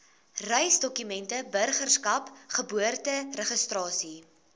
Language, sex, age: Afrikaans, female, 22